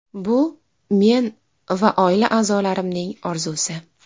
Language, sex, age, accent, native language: Uzbek, female, 19-29, Farg'ona, Uzbek